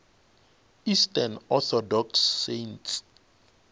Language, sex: Northern Sotho, male